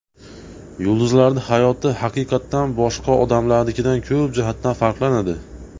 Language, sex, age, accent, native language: Uzbek, male, 19-29, Andijon, Uzbek